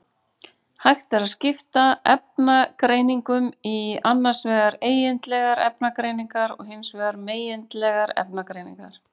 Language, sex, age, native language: Icelandic, female, 40-49, Icelandic